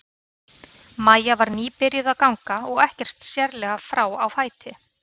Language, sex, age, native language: Icelandic, female, 30-39, Icelandic